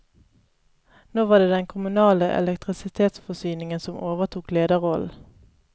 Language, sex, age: Norwegian, female, 31